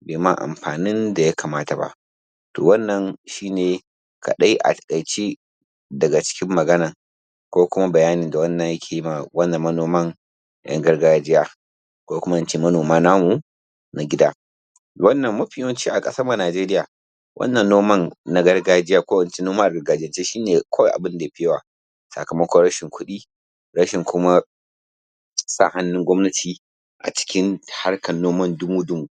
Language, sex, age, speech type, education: Hausa, female, 15-29, spontaneous, tertiary